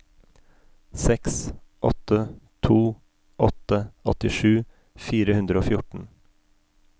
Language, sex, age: Norwegian, male, 33